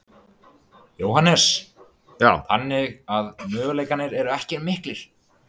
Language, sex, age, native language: Icelandic, male, 18-19, Icelandic